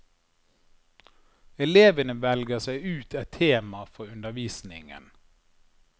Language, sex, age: Norwegian, male, 51